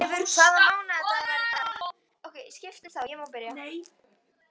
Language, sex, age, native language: Icelandic, female, 12, Icelandic